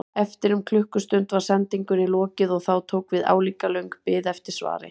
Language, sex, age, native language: Icelandic, female, 30-39, Icelandic